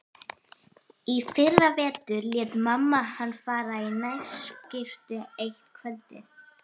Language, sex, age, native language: Icelandic, female, 12, Icelandic